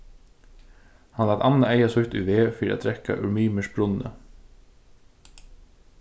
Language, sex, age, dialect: Faroese, male, 15-35, Suðurstreymoy